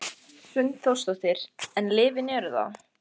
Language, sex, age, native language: Icelandic, female, 15, Icelandic